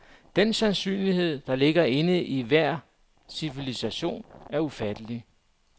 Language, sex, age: Danish, male, 44